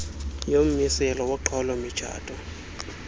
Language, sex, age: Xhosa, male, 26